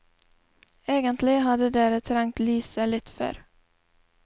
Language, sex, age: Norwegian, female, 20